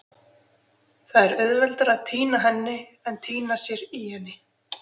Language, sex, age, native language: Icelandic, female, 20-29, Icelandic